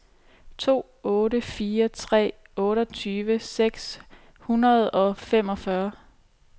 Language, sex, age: Danish, female, 29